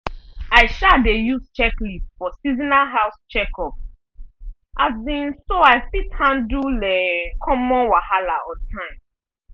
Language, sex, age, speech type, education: Nigerian Pidgin, female, 15-29, spontaneous, tertiary